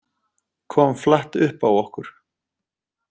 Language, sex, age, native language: Icelandic, male, 30-39, Icelandic